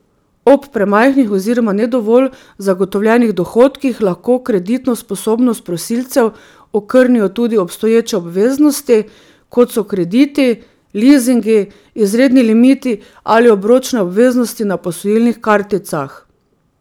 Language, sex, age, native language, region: Slovenian, female, 30-49, Slovenian, Drava region